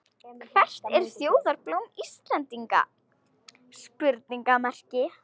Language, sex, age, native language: Icelandic, female, 18-19, Icelandic